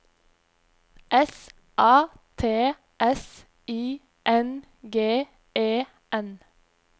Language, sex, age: Norwegian, female, 26